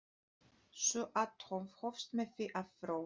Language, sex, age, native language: Icelandic, female, 30-39, Polish